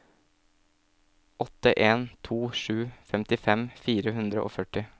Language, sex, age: Norwegian, male, 27